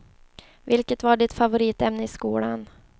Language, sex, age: Swedish, female, 24